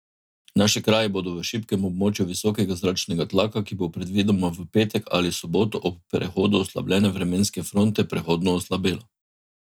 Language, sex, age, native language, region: Slovenian, male, 50-59, Slovenian, Drava region